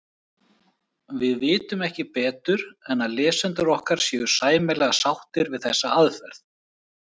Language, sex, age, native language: Icelandic, male, 30-39, Icelandic